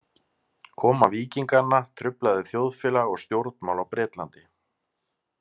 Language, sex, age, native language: Icelandic, male, 30-39, Icelandic